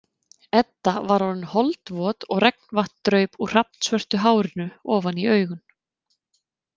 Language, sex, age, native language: Icelandic, female, 30-39, Icelandic